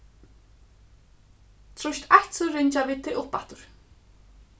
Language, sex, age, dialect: Faroese, female, 15-35, Suðurstreymoy